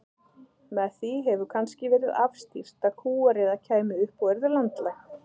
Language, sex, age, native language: Icelandic, female, 30-39, Icelandic